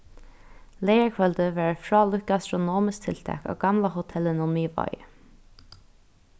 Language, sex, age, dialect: Faroese, female, 15-35, Norðurstreymoy/Eysturoy